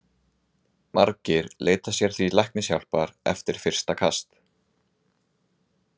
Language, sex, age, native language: Icelandic, male, 20-29, Icelandic